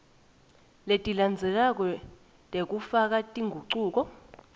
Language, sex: Swati, female